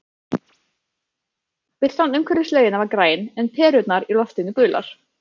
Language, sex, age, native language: Icelandic, female, 30-39, Icelandic